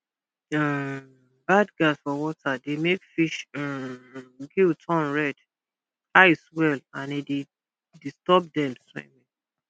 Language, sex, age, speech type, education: Nigerian Pidgin, female, 30-45, spontaneous, tertiary